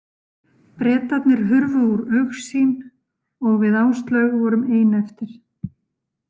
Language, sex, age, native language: Icelandic, female, 50-59, Icelandic